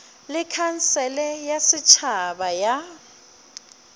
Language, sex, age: Northern Sotho, female, 30